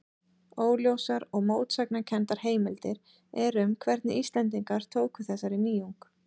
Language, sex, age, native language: Icelandic, female, 30-39, Icelandic